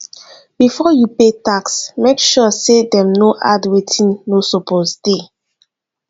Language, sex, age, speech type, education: Nigerian Pidgin, female, 15-29, spontaneous, tertiary